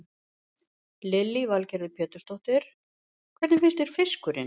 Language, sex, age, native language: Icelandic, female, 50-59, Icelandic